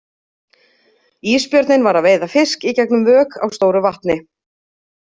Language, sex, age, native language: Icelandic, female, 30-39, Icelandic